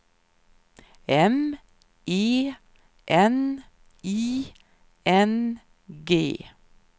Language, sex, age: Swedish, female, 53